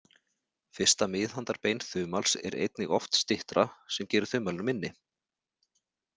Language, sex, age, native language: Icelandic, male, 40-49, Icelandic